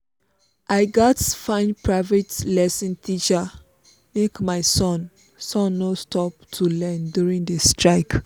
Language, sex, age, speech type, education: Nigerian Pidgin, female, 15-29, spontaneous, tertiary